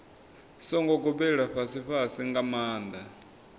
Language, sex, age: Venda, male, 24